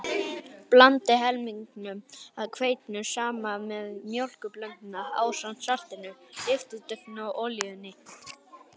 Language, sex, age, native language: Icelandic, male, 18-19, Icelandic